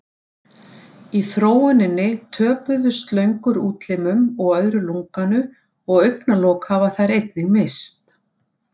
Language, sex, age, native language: Icelandic, female, 60-69, Icelandic